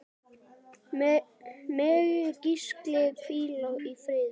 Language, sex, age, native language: Icelandic, male, 10, Icelandic